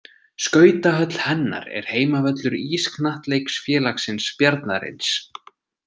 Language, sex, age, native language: Icelandic, male, 20-29, Icelandic